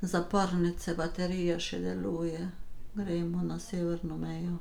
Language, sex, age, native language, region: Slovenian, female, 50-59, Slovenian, Carinthia region